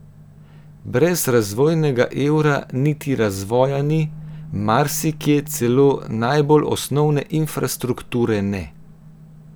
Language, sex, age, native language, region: Slovenian, female, 18-29, Slovenian, Gorenjska region